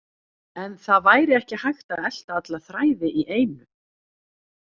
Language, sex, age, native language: Icelandic, female, 40-49, Icelandic